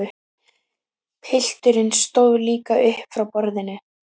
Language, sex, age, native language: Icelandic, female, 15, Icelandic